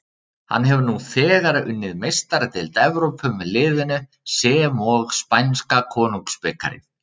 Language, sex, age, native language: Icelandic, male, 30-39, Icelandic